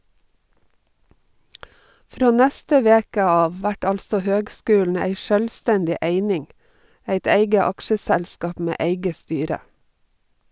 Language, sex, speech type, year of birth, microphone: Norwegian, female, read, 1952, Sennheiser